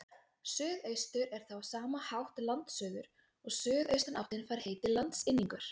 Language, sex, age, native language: Icelandic, female, 20-29, Icelandic